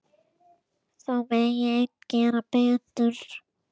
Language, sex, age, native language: Icelandic, female, 10, Icelandic